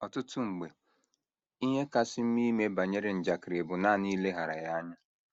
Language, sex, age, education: Igbo, male, 30-45, secondary